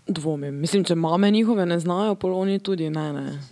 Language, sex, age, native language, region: Slovenian, female, 18-29, Slovenian, Drava region